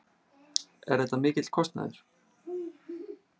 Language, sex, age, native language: Icelandic, male, 30-39, Icelandic